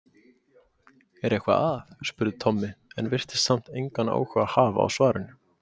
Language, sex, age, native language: Icelandic, male, 18-19, Icelandic